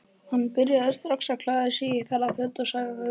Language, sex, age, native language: Icelandic, male, 11, Icelandic